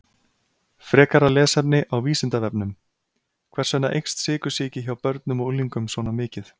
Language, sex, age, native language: Icelandic, male, 30-39, Icelandic